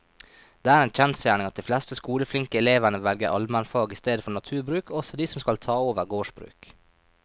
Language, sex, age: Norwegian, male, 23